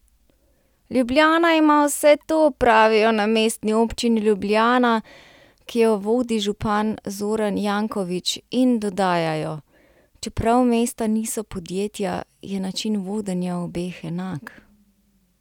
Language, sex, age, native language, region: Slovenian, female, 30-49, Slovenian, Central Slovenia